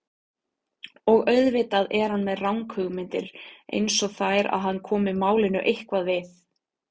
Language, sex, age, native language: Icelandic, female, 30-39, Icelandic